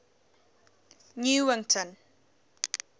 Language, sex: English, female